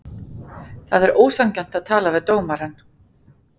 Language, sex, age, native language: Icelandic, female, 40-49, Icelandic